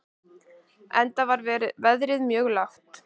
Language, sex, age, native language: Icelandic, female, 30-39, Icelandic